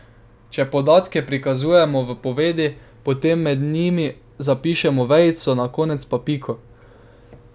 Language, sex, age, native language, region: Slovenian, male, 12-17, Slovenian, Drava region